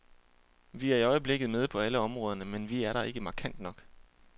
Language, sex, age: Danish, male, 28